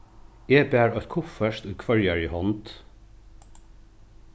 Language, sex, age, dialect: Faroese, male, 36-60, Norðuroyggjar